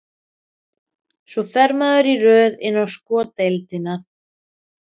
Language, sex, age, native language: Icelandic, female, 13, Icelandic